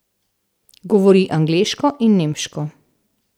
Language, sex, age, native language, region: Slovenian, female, 60+, Slovenian, Central Slovenia